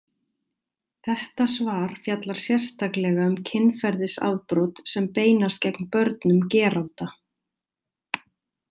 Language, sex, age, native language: Icelandic, female, 30-39, Icelandic